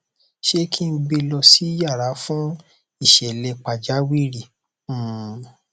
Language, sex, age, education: Yoruba, male, 15-29, tertiary